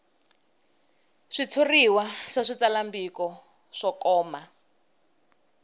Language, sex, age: Tsonga, female, 19